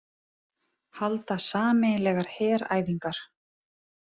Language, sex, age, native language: Icelandic, female, 30-39, Icelandic